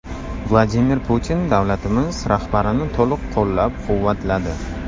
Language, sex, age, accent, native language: Uzbek, male, 25-34, Toshkent shahri, Uzbek